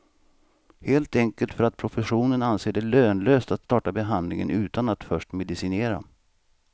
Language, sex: Swedish, male